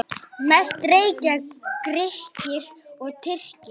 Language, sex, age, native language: Icelandic, male, 9, Icelandic